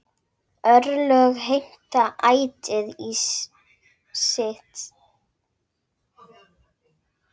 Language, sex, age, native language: Icelandic, female, 9, Icelandic